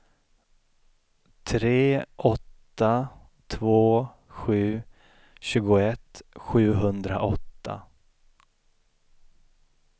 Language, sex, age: Swedish, male, 33